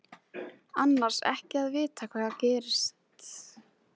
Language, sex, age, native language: Icelandic, female, 14, Icelandic